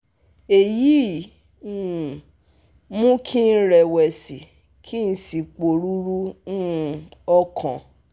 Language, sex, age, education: Yoruba, female, 30-45, tertiary